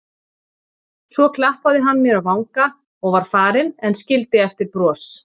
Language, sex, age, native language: Icelandic, male, 40-49, Icelandic